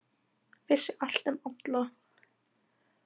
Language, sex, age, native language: Icelandic, female, 18-19, Icelandic